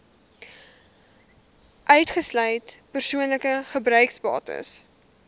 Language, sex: Afrikaans, female